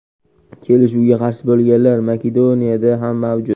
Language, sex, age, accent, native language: Uzbek, male, 18-24, Toshkent viloyati, Uzbek